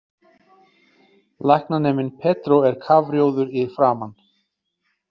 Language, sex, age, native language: Icelandic, male, 40-49, Icelandic